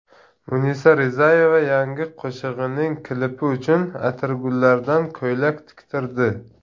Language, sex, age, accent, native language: Uzbek, male, 30-39, Namangan, Tajik